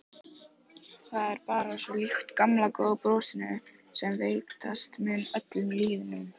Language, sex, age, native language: Icelandic, female, 18-19, Icelandic